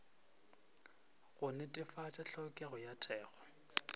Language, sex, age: Northern Sotho, male, 23